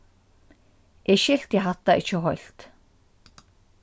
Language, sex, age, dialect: Faroese, female, 36-60, Norðurstreymoy/Eysturoy